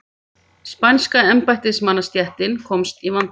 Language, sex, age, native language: Icelandic, female, 50-59, Icelandic